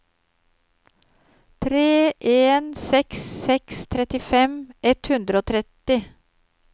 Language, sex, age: Norwegian, female, 53